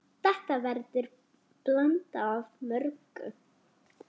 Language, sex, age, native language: Icelandic, female, 7, Icelandic